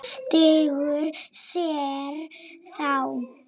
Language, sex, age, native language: Icelandic, female, 7, Polish